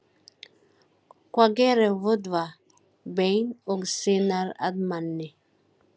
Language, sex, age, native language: Icelandic, female, 40-49, Filipino